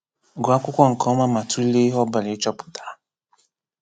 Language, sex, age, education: Igbo, male, 15-29, tertiary